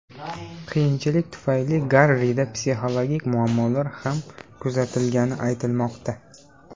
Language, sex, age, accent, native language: Uzbek, male, 18-24, Sirdaryo, Uzbek